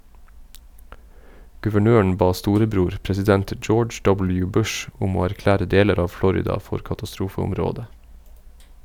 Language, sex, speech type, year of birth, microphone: Norwegian, male, read, 1972, Sennheiser